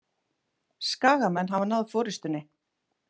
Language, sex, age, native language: Icelandic, female, 40-49, Icelandic